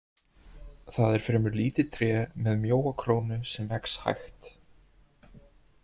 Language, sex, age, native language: Icelandic, male, 20-29, Icelandic